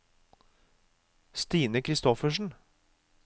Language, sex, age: Norwegian, male, 36